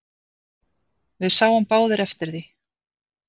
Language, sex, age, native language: Icelandic, female, 50-59, Icelandic